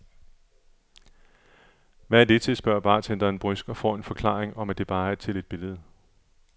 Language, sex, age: Danish, male, 37